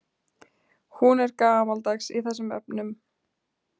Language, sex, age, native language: Icelandic, female, 20-29, Icelandic